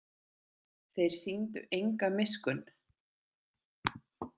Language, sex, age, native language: Icelandic, female, 30-39, Icelandic